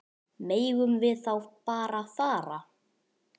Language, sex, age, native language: Icelandic, male, 10, Icelandic